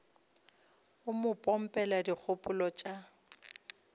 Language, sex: Northern Sotho, female